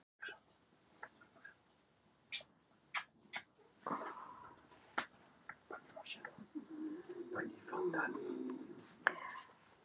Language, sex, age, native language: Icelandic, female, 40-49, Icelandic